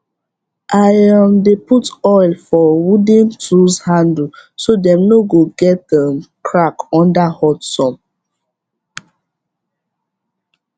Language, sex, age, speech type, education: Nigerian Pidgin, female, 15-29, spontaneous, tertiary